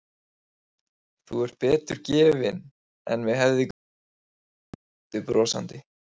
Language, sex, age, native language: Icelandic, male, 20-29, Icelandic